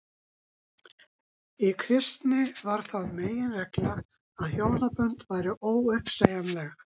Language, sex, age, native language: Icelandic, female, 60-69, Icelandic